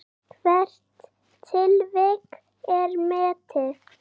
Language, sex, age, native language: Icelandic, female, 8, Icelandic